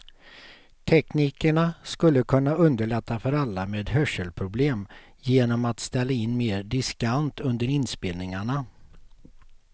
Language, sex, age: Swedish, male, 48